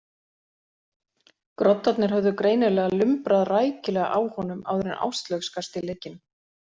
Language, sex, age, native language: Icelandic, female, 40-49, Icelandic